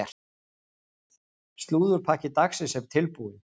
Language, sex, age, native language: Icelandic, male, 40-49, Icelandic